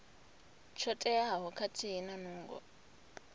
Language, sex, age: Venda, female, 26